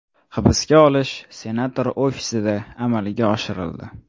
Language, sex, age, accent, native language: Uzbek, male, 18-24, Toshkent shahri, Uzbek